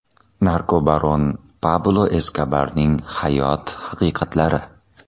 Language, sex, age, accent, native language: Uzbek, male, 30-39, Toshkent shahri, Uzbek